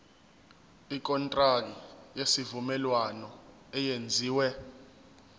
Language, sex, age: Zulu, male, 24